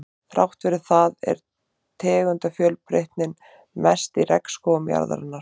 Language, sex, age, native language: Icelandic, male, 30-39, Icelandic